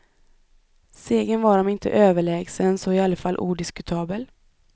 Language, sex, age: Swedish, female, 25